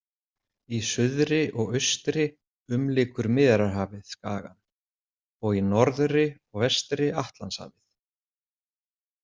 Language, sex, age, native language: Icelandic, male, 40-49, Icelandic